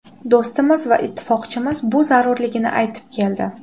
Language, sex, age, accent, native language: Uzbek, female, 18-24, Toshkent shahri, Uzbek